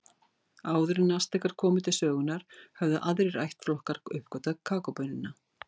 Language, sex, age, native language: Icelandic, female, 60-69, Icelandic